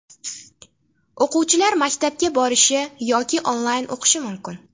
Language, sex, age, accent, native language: Uzbek, female, 18-24, Farg'ona, Uzbek